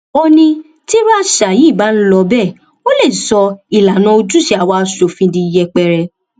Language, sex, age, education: Yoruba, female, 15-29, tertiary